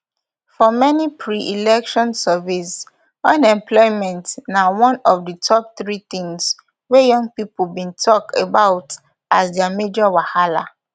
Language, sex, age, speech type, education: Nigerian Pidgin, female, 15-29, spontaneous, tertiary